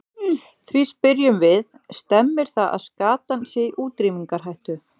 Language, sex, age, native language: Icelandic, female, 30-39, Icelandic